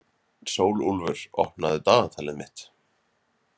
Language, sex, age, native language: Icelandic, male, 30-39, Icelandic